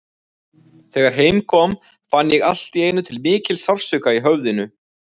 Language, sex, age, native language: Icelandic, male, 20-29, Icelandic